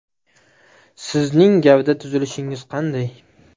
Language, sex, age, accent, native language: Uzbek, male, 18-24, Jizzax, Uzbek